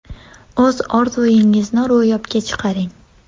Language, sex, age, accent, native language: Uzbek, female, 18-24, Andijon, Uzbek